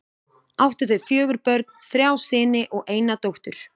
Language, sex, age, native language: Icelandic, female, 20-29, Icelandic